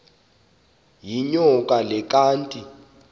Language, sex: Xhosa, male